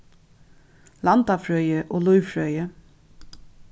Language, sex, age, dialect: Faroese, female, 36-60, Norðuroyggjar